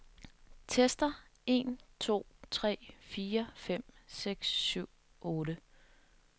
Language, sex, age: Danish, female, 21